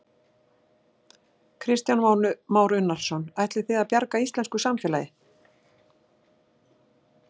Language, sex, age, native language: Icelandic, female, 60-69, Icelandic